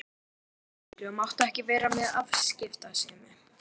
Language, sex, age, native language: Icelandic, female, 12, Icelandic